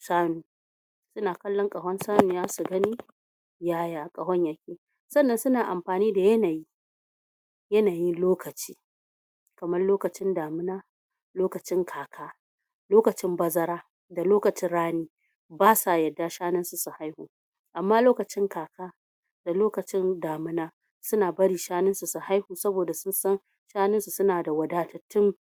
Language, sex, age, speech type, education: Hausa, female, 46-60, spontaneous, tertiary